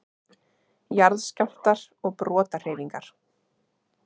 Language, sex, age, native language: Icelandic, female, 30-39, Icelandic